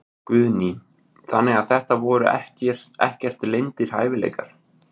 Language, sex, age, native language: Icelandic, male, 20-29, Icelandic